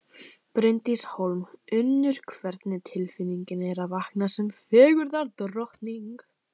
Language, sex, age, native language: Icelandic, female, 15, Icelandic